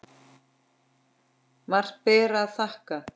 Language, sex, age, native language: Icelandic, female, 10, Icelandic